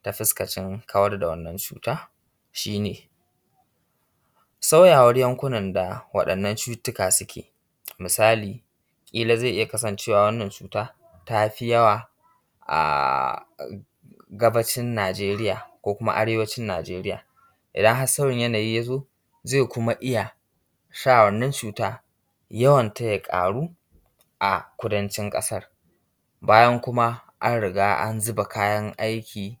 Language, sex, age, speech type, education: Hausa, male, 15-29, spontaneous, secondary